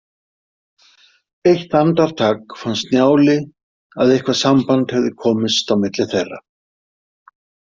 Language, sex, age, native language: Icelandic, male, 50-59, Icelandic